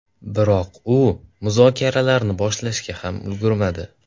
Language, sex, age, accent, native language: Uzbek, male, 12-17, Toshkent viloyati, Kazakh